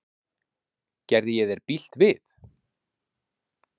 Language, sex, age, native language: Icelandic, male, 50-59, Icelandic